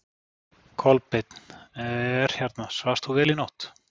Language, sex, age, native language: Icelandic, male, 40-49, Icelandic